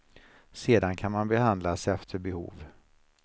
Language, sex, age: Swedish, male, 49